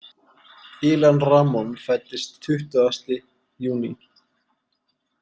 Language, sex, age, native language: Icelandic, male, 20-29, Icelandic